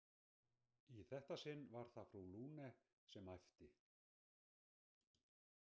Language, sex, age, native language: Icelandic, male, 60-69, Icelandic